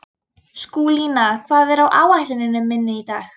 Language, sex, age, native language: Icelandic, female, 13, Icelandic